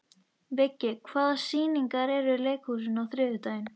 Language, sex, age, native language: Icelandic, female, 13, Icelandic